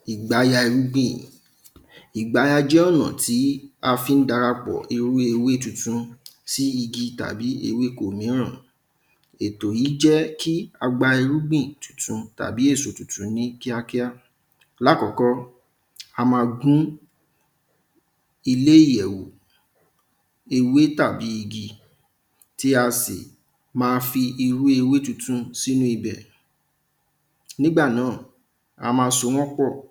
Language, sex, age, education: Yoruba, male, 15-29, primary